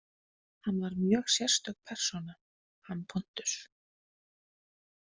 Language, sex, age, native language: Icelandic, female, 20-29, Icelandic